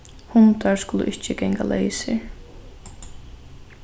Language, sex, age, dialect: Faroese, female, 15-35, Norðurstreymoy/Eysturoy